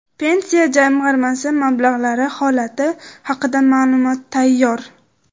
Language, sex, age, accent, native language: Uzbek, female, 12-17, Jizzax, Uzbek